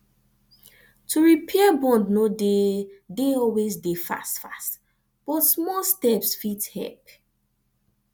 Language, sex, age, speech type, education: Nigerian Pidgin, female, 15-29, spontaneous, tertiary